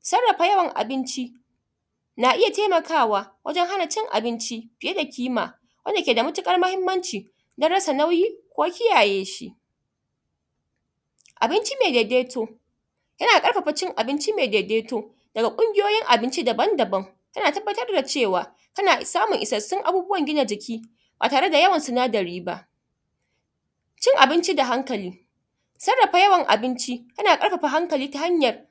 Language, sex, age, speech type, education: Hausa, female, 30-45, spontaneous, tertiary